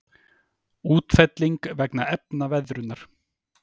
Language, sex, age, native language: Icelandic, male, 30-39, Icelandic